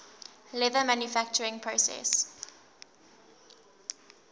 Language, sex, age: English, female, 19